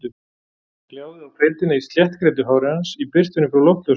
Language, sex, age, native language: Icelandic, male, 40-49, Icelandic